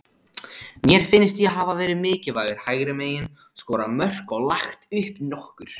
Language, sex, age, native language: Icelandic, male, 16, Icelandic